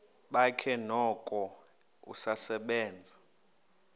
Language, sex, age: Xhosa, male, 21